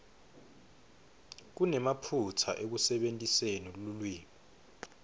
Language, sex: Swati, male